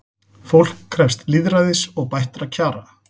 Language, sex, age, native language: Icelandic, male, 40-49, Icelandic